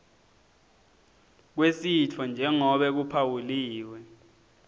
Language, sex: Swati, male